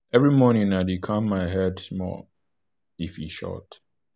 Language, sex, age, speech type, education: Nigerian Pidgin, male, 15-29, spontaneous, tertiary